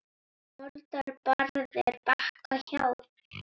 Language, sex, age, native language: Icelandic, female, 9, Icelandic